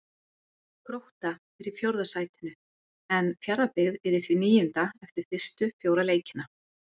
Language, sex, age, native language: Icelandic, female, 40-49, Icelandic